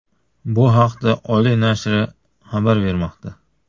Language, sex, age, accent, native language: Uzbek, female, 25-34, Qashqadaryo, Uzbek